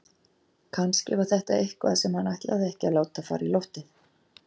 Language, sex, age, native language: Icelandic, female, 40-49, Icelandic